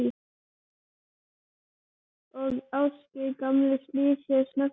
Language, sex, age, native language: Icelandic, female, 11, Icelandic